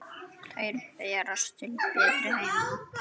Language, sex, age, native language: Icelandic, female, 9, Icelandic